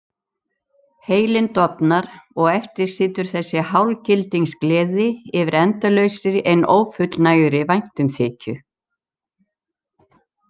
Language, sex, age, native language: Icelandic, female, 70-79, Icelandic